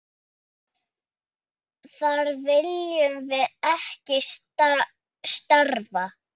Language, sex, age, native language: Icelandic, female, 5, Icelandic